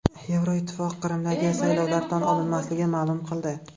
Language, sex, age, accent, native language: Uzbek, male, 18-24, Toshkent viloyati, Uzbek